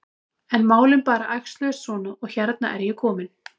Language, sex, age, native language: Icelandic, female, 30-39, Icelandic